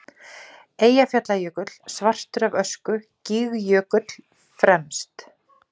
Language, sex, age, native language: Icelandic, female, 40-49, Icelandic